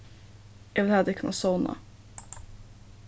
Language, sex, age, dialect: Faroese, female, 15-35, Suðurstreymoy